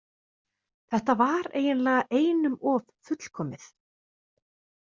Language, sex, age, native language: Icelandic, female, 30-39, Icelandic